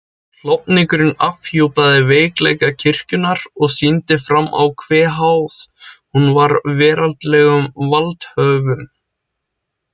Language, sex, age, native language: Icelandic, male, 20-29, Icelandic